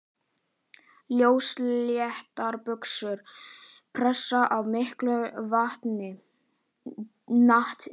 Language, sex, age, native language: Icelandic, male, 11, Icelandic